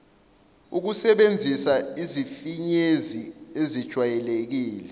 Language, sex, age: Zulu, male, 21